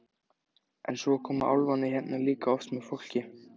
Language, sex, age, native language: Icelandic, male, 14, Icelandic